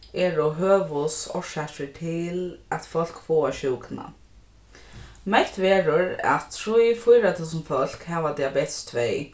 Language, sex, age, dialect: Faroese, female, 15-35, Norðurstreymoy/Eysturoy